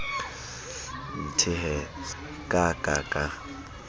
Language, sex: Southern Sotho, male